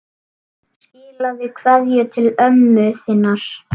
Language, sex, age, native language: Icelandic, male, 9, Icelandic